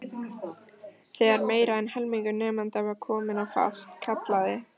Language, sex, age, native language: Icelandic, female, 14, Icelandic